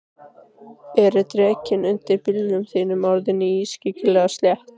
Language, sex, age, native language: Icelandic, female, 15, Icelandic